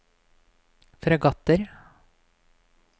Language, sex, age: Norwegian, male, 26